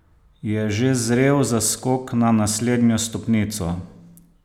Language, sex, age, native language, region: Slovenian, male, 50-59, Slovenian, Posavska region